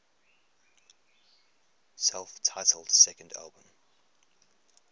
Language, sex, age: English, male, 21